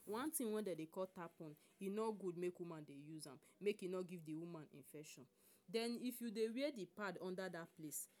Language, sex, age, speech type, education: Nigerian Pidgin, female, 46-60, spontaneous, tertiary